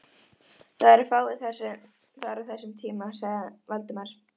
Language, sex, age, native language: Icelandic, female, 11, Icelandic